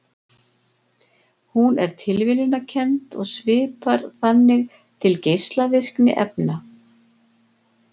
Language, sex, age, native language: Icelandic, female, 60-69, Icelandic